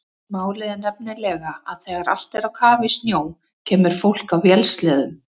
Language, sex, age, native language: Icelandic, female, 30-39, Icelandic